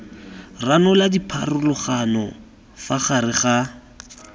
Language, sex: Tswana, male